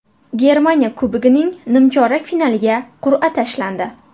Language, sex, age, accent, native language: Uzbek, female, 18-24, Buxoro, Uzbek